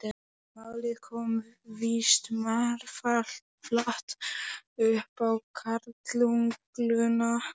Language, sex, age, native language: Icelandic, male, 11, Polish